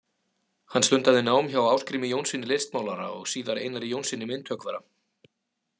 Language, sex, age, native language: Icelandic, male, 30-39, Icelandic